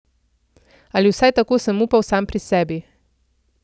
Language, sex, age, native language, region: Slovenian, female, 30-49, Slovenian, Central Slovenia